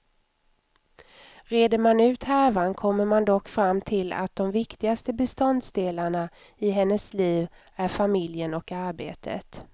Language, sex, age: Swedish, female, 44